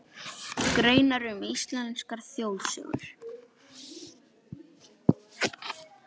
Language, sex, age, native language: Icelandic, male, 18-19, Icelandic